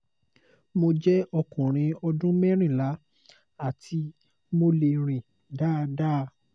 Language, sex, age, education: Yoruba, male, 15-29, tertiary